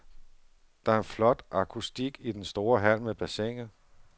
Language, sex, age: Danish, male, 47